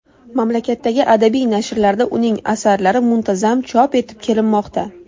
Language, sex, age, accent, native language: Uzbek, female, 19-29, Andijon, Uzbek